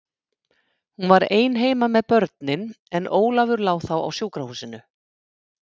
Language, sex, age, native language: Icelandic, female, 50-59, Icelandic